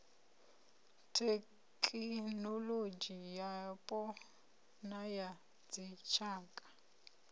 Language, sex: Venda, female